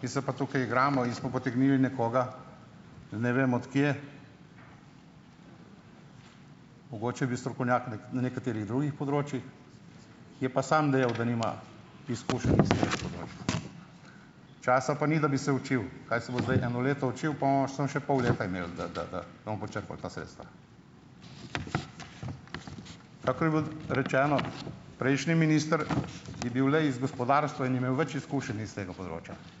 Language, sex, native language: Slovenian, male, Slovenian